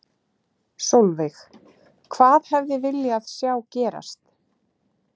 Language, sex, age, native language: Icelandic, female, 40-49, Icelandic